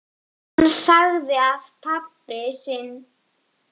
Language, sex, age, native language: Icelandic, male, 8, Icelandic